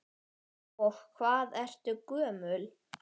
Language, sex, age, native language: Icelandic, male, 10, Icelandic